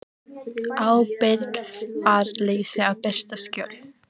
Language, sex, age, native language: Icelandic, female, 18-19, Icelandic